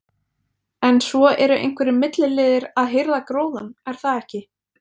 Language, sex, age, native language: Icelandic, female, 20-29, Icelandic